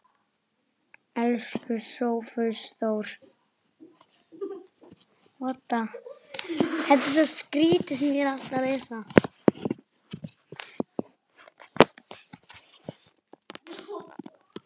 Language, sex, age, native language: Icelandic, male, 9, Icelandic